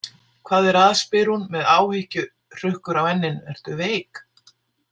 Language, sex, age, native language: Icelandic, female, 60-69, Icelandic